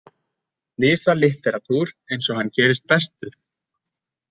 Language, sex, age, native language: Icelandic, male, 20-29, Icelandic